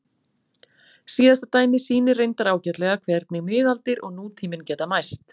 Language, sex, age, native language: Icelandic, female, 40-49, Icelandic